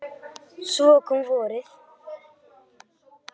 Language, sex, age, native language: Icelandic, male, 10, Icelandic